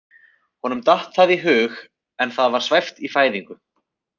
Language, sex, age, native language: Icelandic, male, 30-39, Icelandic